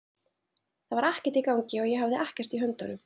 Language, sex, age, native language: Icelandic, female, 30-39, Icelandic